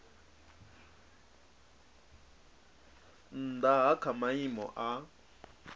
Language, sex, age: Venda, male, 37